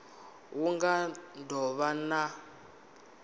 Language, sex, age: Venda, male, 19